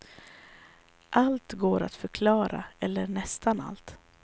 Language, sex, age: Swedish, female, 34